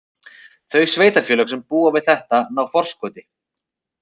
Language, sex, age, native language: Icelandic, male, 30-39, Icelandic